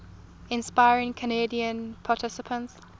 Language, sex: English, female